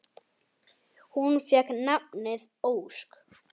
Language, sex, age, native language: Icelandic, male, 10, Icelandic